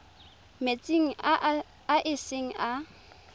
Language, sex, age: Tswana, female, 23